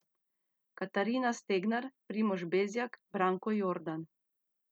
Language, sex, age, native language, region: Slovenian, female, 30-49, Slovenian, Central Slovenia